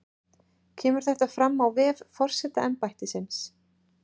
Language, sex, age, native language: Icelandic, female, 30-39, Icelandic